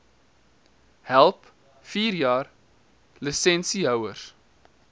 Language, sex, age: Afrikaans, male, 19